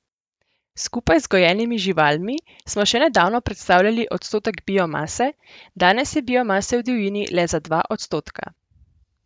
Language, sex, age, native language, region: Slovenian, female, 18-29, Slovenian, Central Slovenia